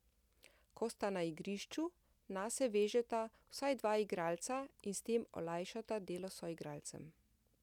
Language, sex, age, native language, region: Slovenian, female, 50-59, Slovenian, Central Slovenia